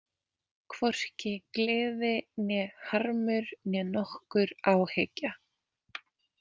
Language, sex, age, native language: Icelandic, female, 20-29, Icelandic